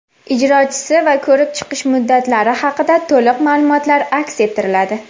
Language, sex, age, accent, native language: Uzbek, female, 19-29, Farg'ona, Uzbek